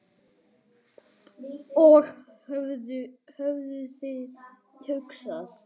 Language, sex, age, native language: Icelandic, other, 10, Icelandic